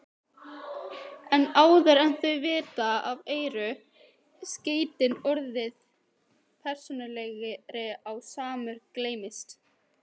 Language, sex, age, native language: Icelandic, female, 18-19, Icelandic